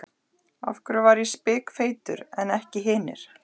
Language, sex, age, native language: Icelandic, male, 11, Icelandic